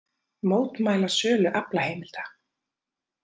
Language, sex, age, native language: Icelandic, female, 30-39, Icelandic